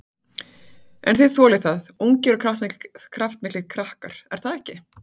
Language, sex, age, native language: Icelandic, female, 40-49, Icelandic